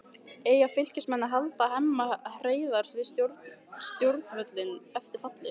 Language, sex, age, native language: Icelandic, female, 15, Icelandic